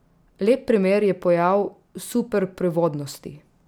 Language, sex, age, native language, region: Slovenian, female, 18-29, Slovenian, Drava region